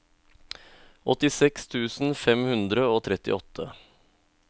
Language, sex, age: Norwegian, male, 31